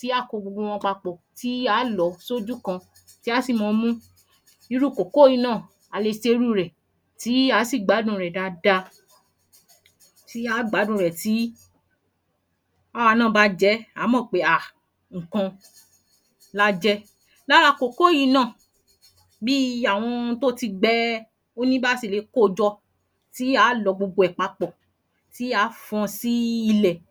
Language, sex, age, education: Yoruba, female, 30-45, tertiary